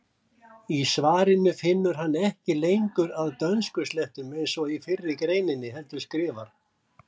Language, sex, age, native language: Icelandic, male, 70-79, Icelandic